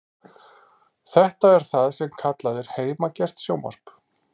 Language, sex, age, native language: Icelandic, male, 12, Icelandic